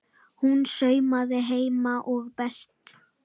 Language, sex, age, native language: Icelandic, female, 8, Icelandic